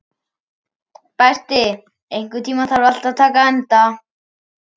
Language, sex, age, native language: Icelandic, male, 11, Icelandic